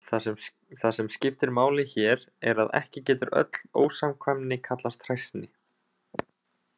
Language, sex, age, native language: Icelandic, male, 20-29, Icelandic